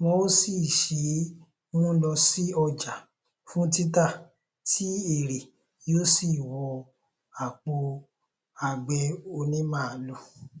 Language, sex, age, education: Yoruba, male, 15-29, tertiary